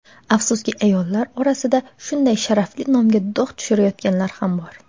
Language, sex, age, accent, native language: Uzbek, female, under 19, Xorazm, Uzbek